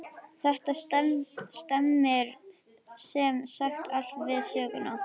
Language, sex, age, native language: Icelandic, female, 11, Icelandic